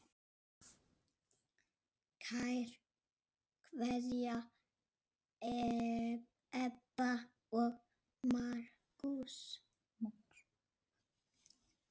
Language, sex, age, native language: Icelandic, male, 6, Icelandic